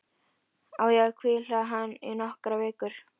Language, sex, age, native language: Icelandic, female, 11, Icelandic